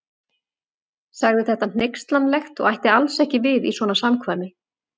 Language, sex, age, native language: Icelandic, female, 40-49, Icelandic